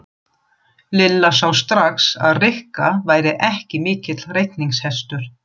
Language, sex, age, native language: Icelandic, female, 40-49, German